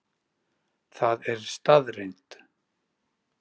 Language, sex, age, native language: Icelandic, male, 40-49, Icelandic